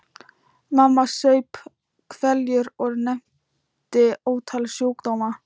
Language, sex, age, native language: Icelandic, female, 13, Thai